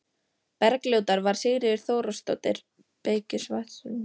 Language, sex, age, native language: Icelandic, female, 14, Icelandic